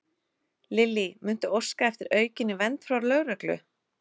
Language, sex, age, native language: Icelandic, female, 30-39, Icelandic